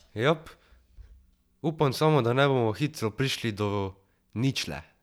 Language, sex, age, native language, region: Slovenian, male, 12-17, Slovenian, Drava region